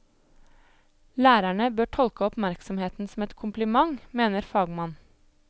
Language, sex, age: Norwegian, female, 25